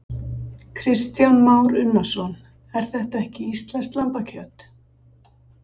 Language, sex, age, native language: Icelandic, female, 50-59, Icelandic